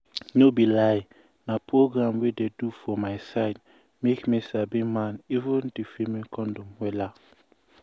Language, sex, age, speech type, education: Nigerian Pidgin, male, 15-29, spontaneous, tertiary